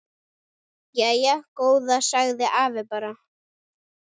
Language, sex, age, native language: Icelandic, female, 9, Icelandic